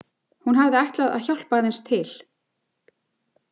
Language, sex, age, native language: Icelandic, female, 40-49, Icelandic